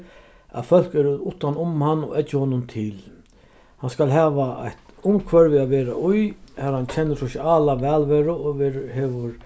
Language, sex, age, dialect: Faroese, male, 36-60, Vágar